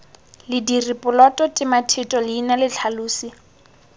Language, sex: Tswana, female